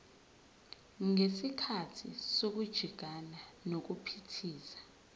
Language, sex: Zulu, female